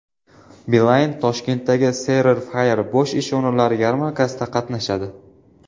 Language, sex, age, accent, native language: Uzbek, male, 19-29, Farg'ona, Uzbek